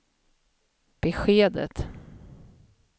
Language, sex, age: Swedish, female, 50